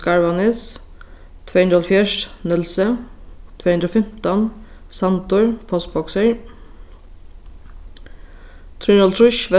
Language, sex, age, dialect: Faroese, female, 15-35, Sandoy